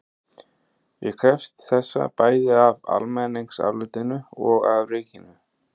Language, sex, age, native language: Icelandic, male, 30-39, Icelandic